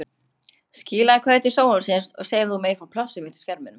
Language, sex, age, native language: Icelandic, other, 30-39, Icelandic